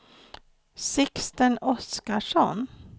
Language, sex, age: Swedish, female, 49